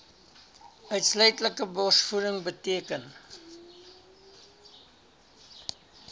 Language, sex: Afrikaans, male